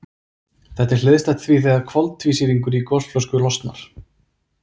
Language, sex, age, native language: Icelandic, male, 30-39, Icelandic